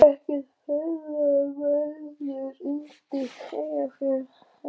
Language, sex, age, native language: Icelandic, female, 18-19, Icelandic